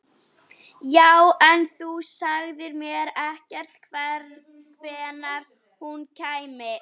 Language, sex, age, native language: Icelandic, female, 11, Icelandic